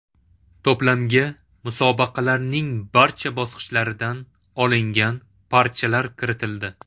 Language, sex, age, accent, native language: Uzbek, male, 18-24, Toshkent shahri, Uzbek